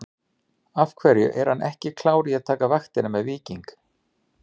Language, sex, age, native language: Icelandic, male, 40-49, Icelandic